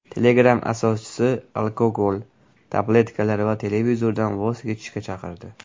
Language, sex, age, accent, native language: Uzbek, male, 18-24, Farg'ona, Uzbek